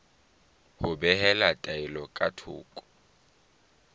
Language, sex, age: Southern Sotho, male, 20